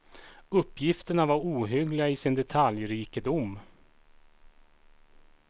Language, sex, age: Swedish, male, 36